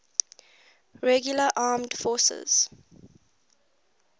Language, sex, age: English, female, 19